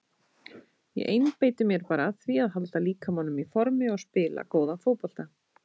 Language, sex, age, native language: Icelandic, female, 30-39, Icelandic